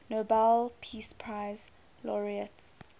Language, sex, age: English, female, 21